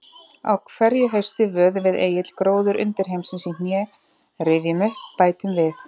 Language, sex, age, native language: Icelandic, female, 30-39, Icelandic